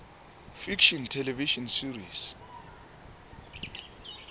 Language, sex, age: Southern Sotho, male, 24